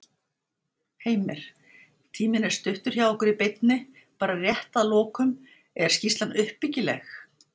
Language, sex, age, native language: Icelandic, female, 60-69, Icelandic